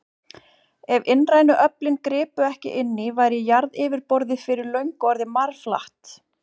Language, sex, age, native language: Icelandic, female, 40-49, Icelandic